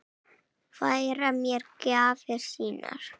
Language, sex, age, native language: Icelandic, female, 8, Icelandic